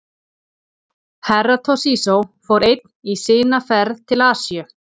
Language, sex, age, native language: Icelandic, female, 40-49, Icelandic